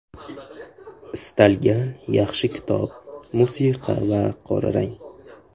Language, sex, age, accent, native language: Uzbek, male, 18-24, Qashqadaryo, Uzbek